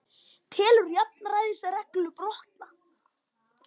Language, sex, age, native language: Icelandic, female, 50-59, Icelandic